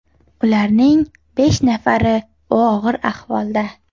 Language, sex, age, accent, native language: Uzbek, female, under 19, Toshkent shahri, Uzbek